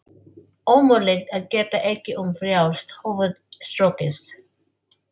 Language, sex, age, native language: Icelandic, female, 40-49, Filipino